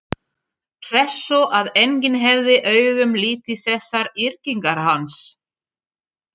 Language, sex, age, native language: Icelandic, female, 40-49, French